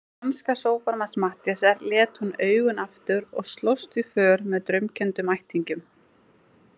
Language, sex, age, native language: Icelandic, female, 20-29, Icelandic